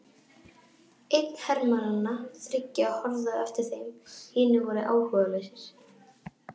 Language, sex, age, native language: Icelandic, female, 12, Icelandic